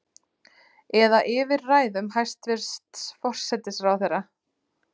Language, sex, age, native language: Icelandic, female, 30-39, Icelandic